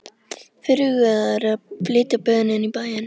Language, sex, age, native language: Icelandic, female, 13, Icelandic